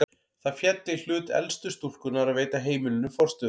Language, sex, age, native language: Icelandic, male, 40-49, Icelandic